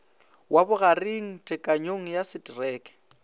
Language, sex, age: Northern Sotho, male, 18